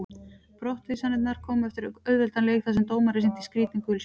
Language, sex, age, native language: Icelandic, female, 40-49, Icelandic